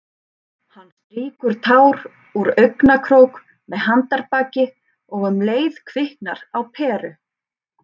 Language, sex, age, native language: Icelandic, female, 30-39, Icelandic